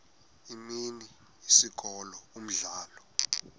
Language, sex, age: Xhosa, male, 18